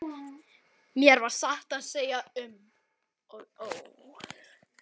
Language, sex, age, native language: Icelandic, male, 11, Icelandic